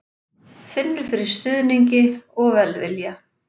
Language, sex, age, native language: Icelandic, female, 40-49, Icelandic